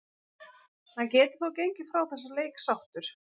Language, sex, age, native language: Icelandic, female, 40-49, Icelandic